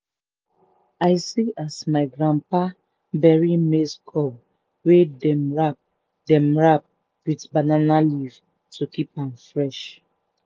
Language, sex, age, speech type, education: Nigerian Pidgin, female, 30-45, spontaneous, tertiary